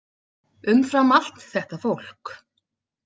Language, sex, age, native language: Icelandic, female, 40-49, Icelandic